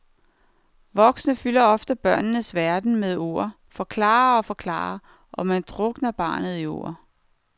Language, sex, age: Danish, female, 49